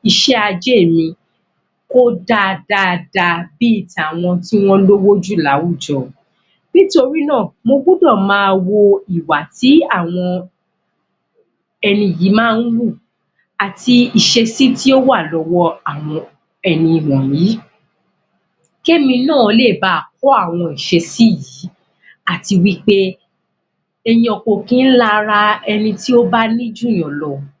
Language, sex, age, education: Yoruba, female, 15-29, tertiary